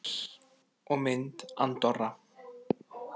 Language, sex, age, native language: Icelandic, male, 30-39, Icelandic